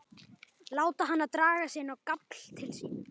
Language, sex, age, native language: Icelandic, male, 11, Icelandic